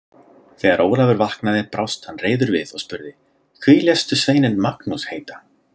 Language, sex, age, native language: Icelandic, male, 30-39, Icelandic